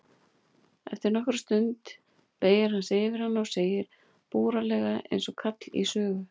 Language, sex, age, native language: Icelandic, female, 40-49, Icelandic